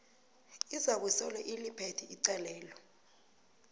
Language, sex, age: South Ndebele, female, 22